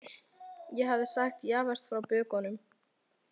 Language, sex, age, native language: Icelandic, female, 18-19, Icelandic